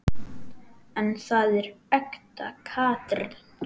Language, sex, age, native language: Icelandic, male, 8, Icelandic